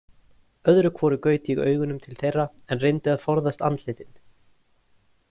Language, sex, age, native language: Icelandic, male, 20-29, Icelandic